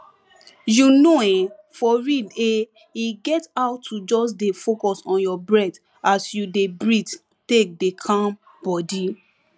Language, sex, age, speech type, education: Nigerian Pidgin, female, 15-29, spontaneous, tertiary